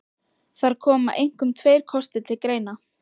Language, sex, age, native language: Icelandic, female, 12, Icelandic